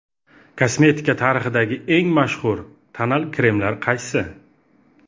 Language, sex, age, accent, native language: Uzbek, male, 25-34, Jizzax, Uzbek